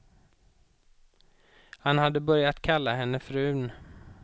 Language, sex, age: Swedish, male, 31